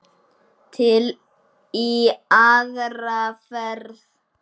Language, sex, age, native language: Icelandic, male, 9, Icelandic